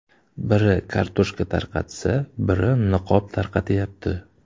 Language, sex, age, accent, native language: Uzbek, male, 25-34, Toshkent shahri, Uzbek